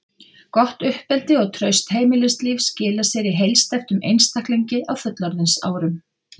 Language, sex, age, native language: Icelandic, female, 50-59, Icelandic